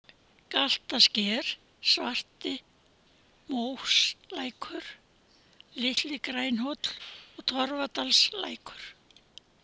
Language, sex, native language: Icelandic, female, Icelandic